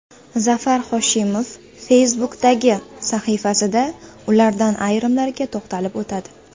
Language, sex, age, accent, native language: Uzbek, female, 18-24, Jizzax, Uzbek